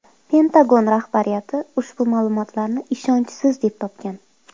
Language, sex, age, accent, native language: Uzbek, female, 25-34, Qoraqalpog'iston, Uzbek